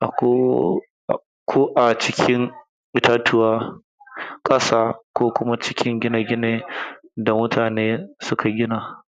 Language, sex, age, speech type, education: Hausa, male, 46-60, spontaneous, tertiary